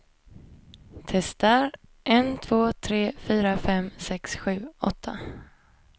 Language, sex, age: Swedish, female, 25